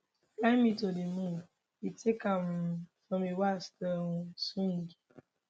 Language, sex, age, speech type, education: Nigerian Pidgin, female, 15-29, spontaneous, tertiary